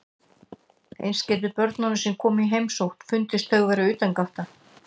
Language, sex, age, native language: Icelandic, female, 60-69, Icelandic